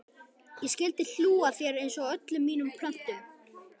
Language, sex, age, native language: Icelandic, male, 11, Icelandic